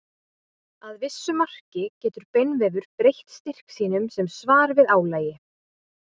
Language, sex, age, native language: Icelandic, female, 20-29, Icelandic